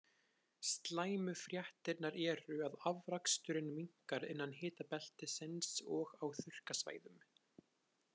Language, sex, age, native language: Icelandic, male, 20-29, Icelandic